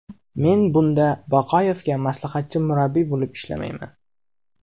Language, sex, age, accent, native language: Uzbek, male, 18-24, Namangan, Uzbek